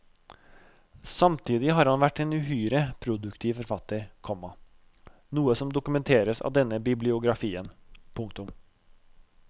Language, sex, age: Norwegian, male, 32